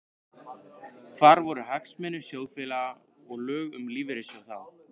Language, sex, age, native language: Icelandic, male, 15, Icelandic